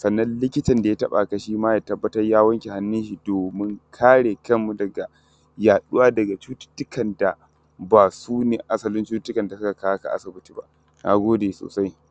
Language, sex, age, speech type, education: Hausa, male, 15-29, spontaneous, tertiary